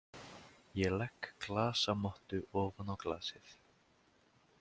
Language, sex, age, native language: Icelandic, male, 18-19, Icelandic